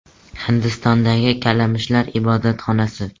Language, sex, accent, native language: Uzbek, male, Jizzax, Uzbek